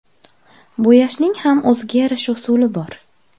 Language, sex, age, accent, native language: Uzbek, female, 18-24, Andijon, Uzbek